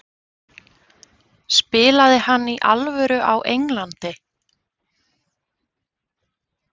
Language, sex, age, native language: Icelandic, female, 20-29, Icelandic